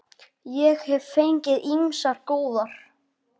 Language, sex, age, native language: Icelandic, male, 9, Icelandic